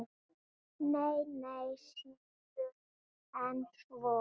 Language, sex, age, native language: Icelandic, female, 7, Icelandic